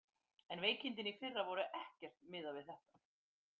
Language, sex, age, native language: Icelandic, female, 50-59, Icelandic